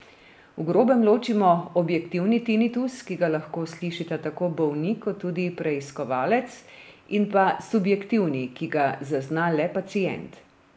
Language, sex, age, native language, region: Slovenian, female, 30-49, Slovenian, Drava region